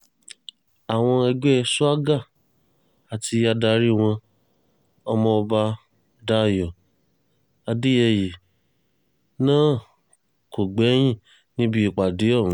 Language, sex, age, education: Yoruba, male, 15-29, tertiary